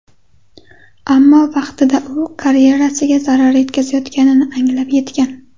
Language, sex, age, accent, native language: Uzbek, female, 18-24, Qashqadaryo, Uzbek